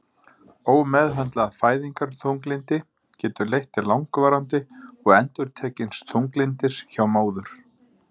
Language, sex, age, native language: Icelandic, male, 50-59, Icelandic